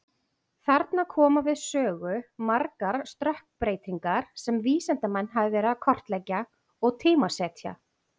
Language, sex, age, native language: Icelandic, female, 40-49, Icelandic